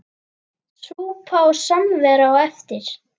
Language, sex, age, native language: Icelandic, female, 10, Icelandic